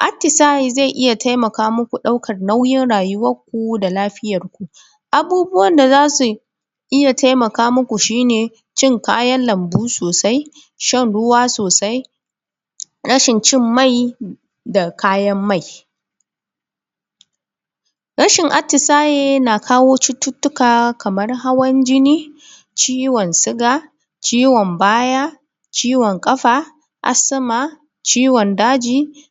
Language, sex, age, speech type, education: Hausa, female, 15-29, spontaneous, secondary